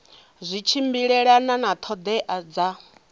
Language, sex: Venda, female